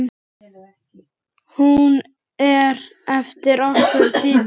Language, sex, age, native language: Icelandic, male, 8, Icelandic